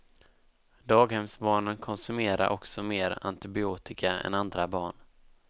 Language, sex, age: Swedish, male, 19